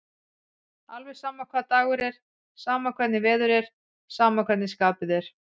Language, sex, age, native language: Icelandic, female, 40-49, Icelandic